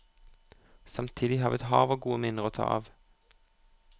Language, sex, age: Norwegian, male, 25